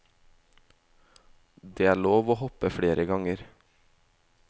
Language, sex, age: Norwegian, male, 18